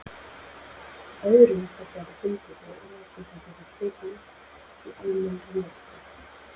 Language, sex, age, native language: Icelandic, female, 40-49, Icelandic